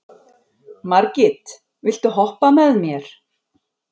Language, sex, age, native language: Icelandic, female, 40-49, Icelandic